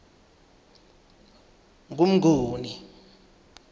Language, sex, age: South Ndebele, male, 21